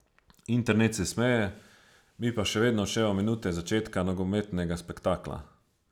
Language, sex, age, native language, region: Slovenian, male, 30-49, Slovenian, Savinja region